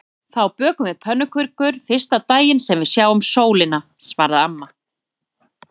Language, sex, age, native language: Icelandic, female, 30-39, Icelandic